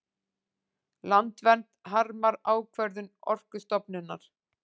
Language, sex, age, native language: Icelandic, female, 40-49, Icelandic